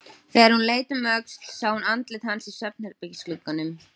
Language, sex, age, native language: Icelandic, female, 20-29, Icelandic